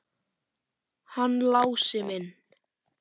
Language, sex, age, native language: Icelandic, male, 10, Icelandic